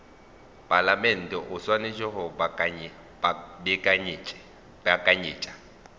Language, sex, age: Northern Sotho, male, 35